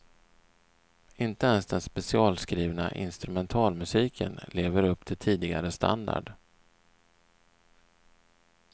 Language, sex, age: Swedish, male, 39